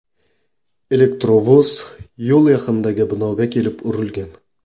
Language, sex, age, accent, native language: Uzbek, male, 18-24, Qoraqalpog'iston, Karakalpak